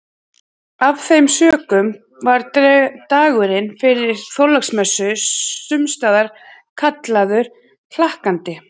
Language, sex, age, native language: Icelandic, female, 30-39, Icelandic